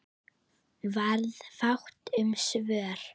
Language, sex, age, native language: Icelandic, female, 9, Icelandic